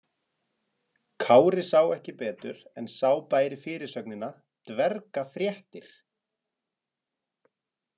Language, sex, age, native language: Icelandic, male, 30-39, Icelandic